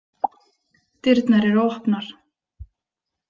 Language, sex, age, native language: Icelandic, female, 30-39, Icelandic